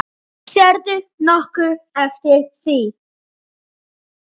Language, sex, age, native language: Icelandic, male, 9, Icelandic